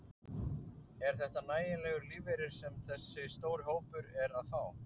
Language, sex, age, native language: Icelandic, male, 30-39, Icelandic